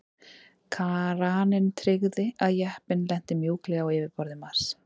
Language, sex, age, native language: Icelandic, female, 30-39, Icelandic